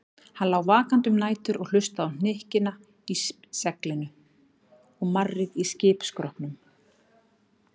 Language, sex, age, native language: Icelandic, female, 40-49, Icelandic